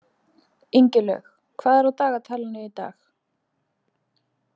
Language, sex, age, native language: Icelandic, female, 20-29, Icelandic